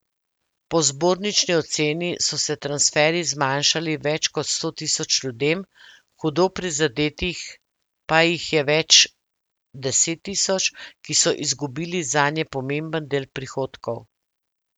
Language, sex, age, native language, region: Slovenian, female, 50-59, Slovenian, Central Slovenia